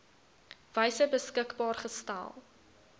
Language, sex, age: Afrikaans, female, 22